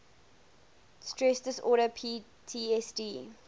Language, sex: English, female